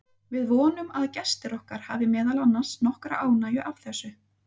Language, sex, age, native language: Icelandic, female, 30-39, Icelandic